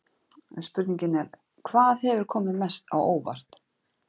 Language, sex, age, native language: Icelandic, female, 30-39, Icelandic